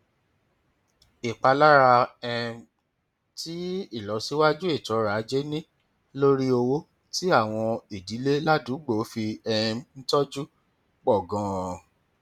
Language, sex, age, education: Yoruba, male, 30-45, tertiary